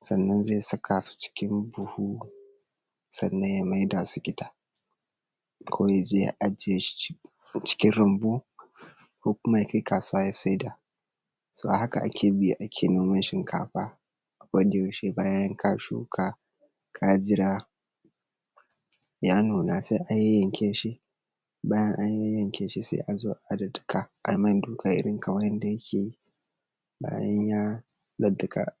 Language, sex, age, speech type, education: Hausa, male, 15-29, spontaneous, secondary